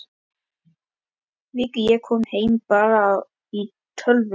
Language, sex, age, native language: Icelandic, male, 11, Icelandic